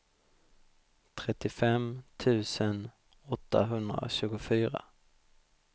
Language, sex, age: Swedish, male, 32